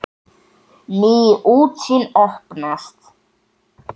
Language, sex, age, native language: Icelandic, male, 7, Icelandic